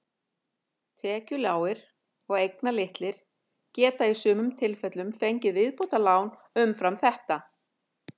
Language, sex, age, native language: Icelandic, female, 50-59, Icelandic